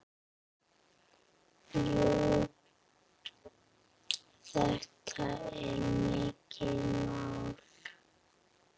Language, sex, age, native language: Icelandic, female, 8, Icelandic